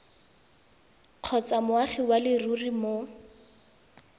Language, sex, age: Tswana, female, 19